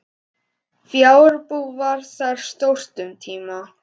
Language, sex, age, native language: Icelandic, male, 11, Icelandic